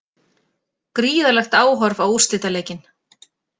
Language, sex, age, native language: Icelandic, female, 40-49, Icelandic